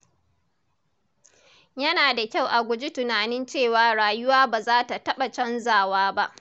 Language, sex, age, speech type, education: Hausa, female, 30-45, read, tertiary